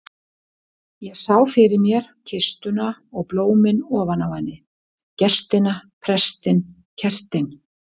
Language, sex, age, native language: Icelandic, female, 60-69, Icelandic